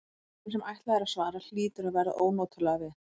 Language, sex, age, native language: Icelandic, female, 30-39, Icelandic